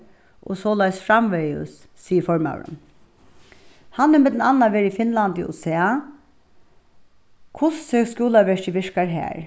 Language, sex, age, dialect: Faroese, female, 36-60, Suðuroy